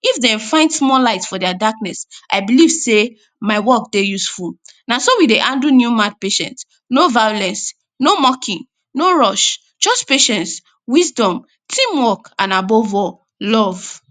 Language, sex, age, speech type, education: Nigerian Pidgin, female, 15-29, spontaneous, tertiary